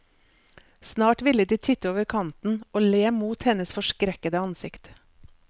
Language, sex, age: Norwegian, female, 47